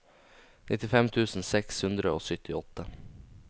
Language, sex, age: Norwegian, male, 19